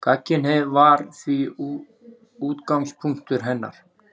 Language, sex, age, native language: Icelandic, male, 40-49, Icelandic